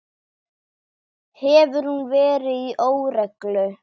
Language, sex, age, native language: Icelandic, female, 10, Icelandic